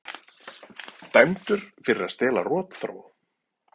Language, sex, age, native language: Icelandic, male, 40-49, Icelandic